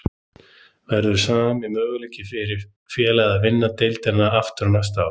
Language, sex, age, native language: Icelandic, male, 30-39, Icelandic